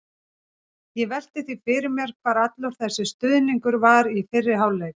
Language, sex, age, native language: Icelandic, female, 40-49, Icelandic